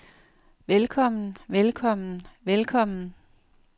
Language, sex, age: Danish, female, 58